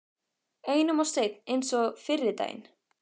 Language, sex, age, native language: Icelandic, female, 15, Icelandic